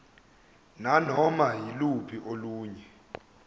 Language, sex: Zulu, male